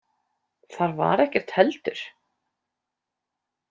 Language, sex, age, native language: Icelandic, female, 30-39, Icelandic